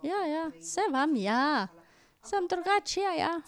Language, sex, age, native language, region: Slovenian, female, 50-59, Slovenian, Drava region